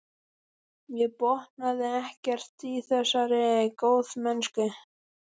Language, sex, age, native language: Icelandic, female, 12, Icelandic